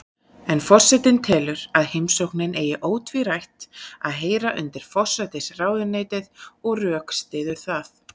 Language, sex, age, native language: Icelandic, female, 30-39, Icelandic